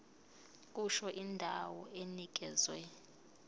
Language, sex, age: Zulu, female, 22